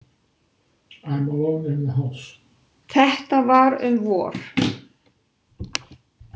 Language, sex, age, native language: Icelandic, female, 60-69, Icelandic